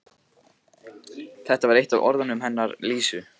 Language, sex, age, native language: Icelandic, male, 15, Icelandic